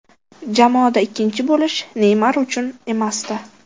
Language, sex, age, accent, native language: Uzbek, female, 12-17, Qashqadaryo, Uzbek